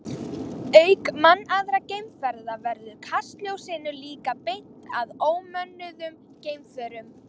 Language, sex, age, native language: Icelandic, female, 18-19, Icelandic